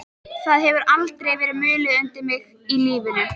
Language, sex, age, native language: Icelandic, female, 13, Icelandic